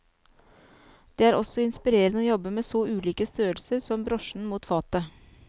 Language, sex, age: Norwegian, female, 29